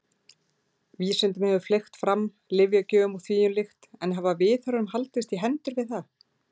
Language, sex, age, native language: Icelandic, female, 40-49, Icelandic